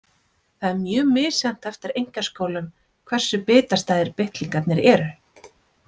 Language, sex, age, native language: Icelandic, female, 30-39, Icelandic